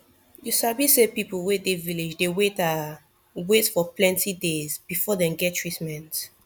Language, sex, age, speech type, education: Nigerian Pidgin, female, 15-29, spontaneous, tertiary